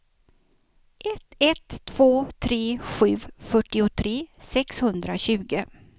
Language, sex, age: Swedish, female, 56